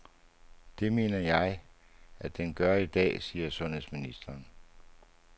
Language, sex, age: Danish, male, 59